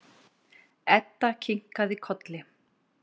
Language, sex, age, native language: Icelandic, female, 30-39, Icelandic